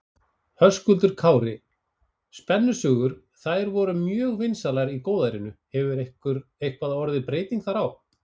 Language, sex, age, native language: Icelandic, male, 40-49, Icelandic